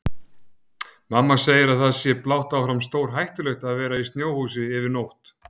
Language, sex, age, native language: Icelandic, male, 50-59, Icelandic